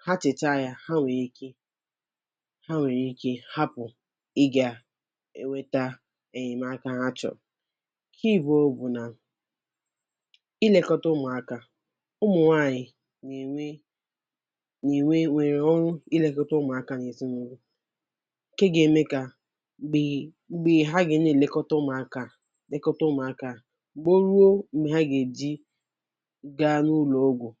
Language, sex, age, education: Igbo, female, 15-29, tertiary